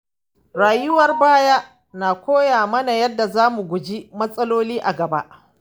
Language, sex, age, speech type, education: Hausa, female, 15-29, spontaneous, tertiary